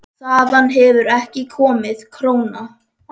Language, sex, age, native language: Icelandic, male, 10, Icelandic